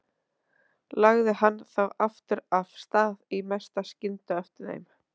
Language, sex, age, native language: Icelandic, female, 30-39, Icelandic